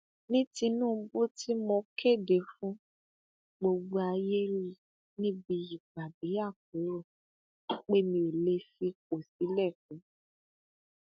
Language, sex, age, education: Yoruba, female, 15-29, tertiary